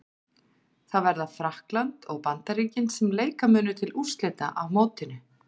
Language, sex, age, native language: Icelandic, female, 40-49, Icelandic